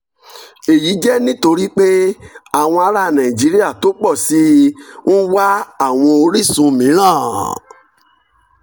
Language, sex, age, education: Yoruba, male, 46-60, tertiary